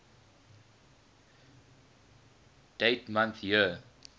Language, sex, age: English, male, 20